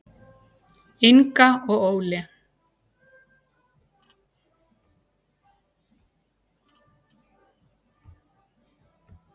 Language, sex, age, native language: Icelandic, female, 60-69, Icelandic